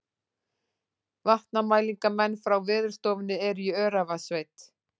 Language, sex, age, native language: Icelandic, female, 40-49, Icelandic